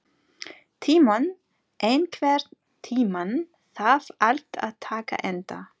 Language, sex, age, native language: Icelandic, female, 40-49, German